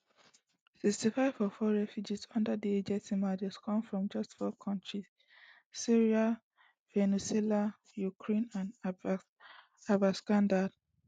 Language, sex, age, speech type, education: Nigerian Pidgin, female, 15-29, spontaneous, secondary